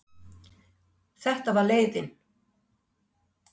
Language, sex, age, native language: Icelandic, female, 60-69, Icelandic